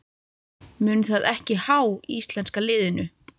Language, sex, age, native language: Icelandic, female, 30-39, Icelandic